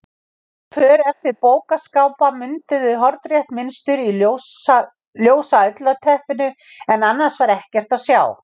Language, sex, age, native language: Icelandic, female, 50-59, Icelandic